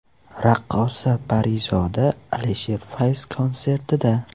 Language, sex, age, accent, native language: Uzbek, male, 18-24, Andijon, Uzbek